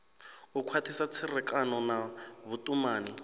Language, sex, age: Venda, male, 26